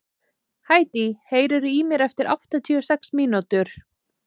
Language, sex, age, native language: Icelandic, female, 20-29, Icelandic